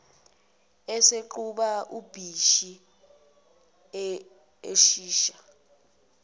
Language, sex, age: Zulu, female, 21